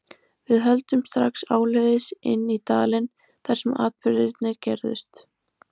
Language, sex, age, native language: Icelandic, female, 20-29, Icelandic